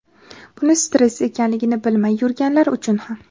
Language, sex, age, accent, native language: Uzbek, female, 18-24, Namangan, Uzbek